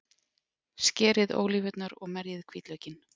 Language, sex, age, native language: Icelandic, female, 40-49, Icelandic